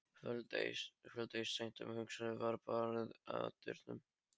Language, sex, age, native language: Icelandic, male, 13, Polish